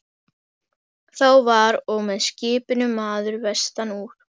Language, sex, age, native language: Icelandic, female, 12, Icelandic